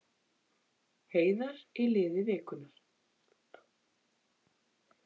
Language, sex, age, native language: Icelandic, female, 21, Icelandic